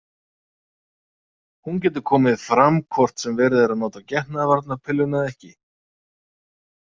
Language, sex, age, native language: Icelandic, male, 30-39, Icelandic